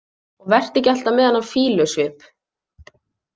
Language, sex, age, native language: Icelandic, female, 20-29, Icelandic